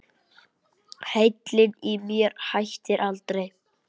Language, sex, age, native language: Icelandic, male, 8, Icelandic